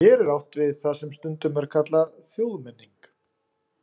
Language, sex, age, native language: Icelandic, male, 40-49, Icelandic